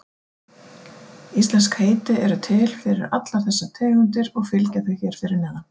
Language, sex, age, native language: Icelandic, female, 40-49, Icelandic